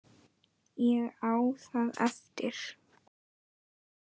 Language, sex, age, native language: Icelandic, male, 9, Icelandic